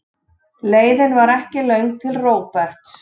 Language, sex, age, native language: Icelandic, male, 11, Icelandic